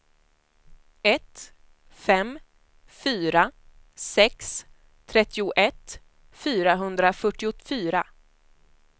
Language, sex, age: Swedish, female, 25